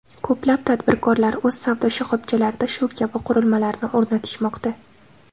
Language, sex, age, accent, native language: Uzbek, female, 18-24, Namangan, Uzbek